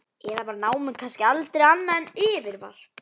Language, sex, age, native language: Icelandic, female, 11, Icelandic